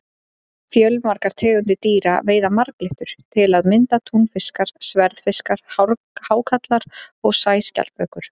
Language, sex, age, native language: Icelandic, female, 30-39, Icelandic